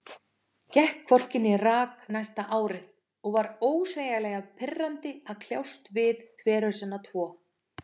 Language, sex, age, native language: Icelandic, female, 50-59, Icelandic